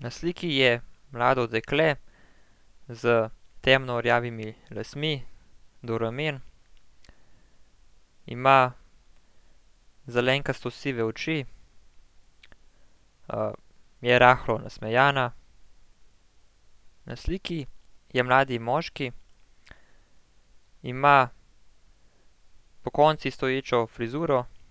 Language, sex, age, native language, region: Slovenian, male, 18-29, Slovenian, Central Slovenia